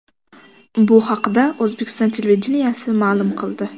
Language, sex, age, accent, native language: Uzbek, female, 12-17, Qashqadaryo, Uzbek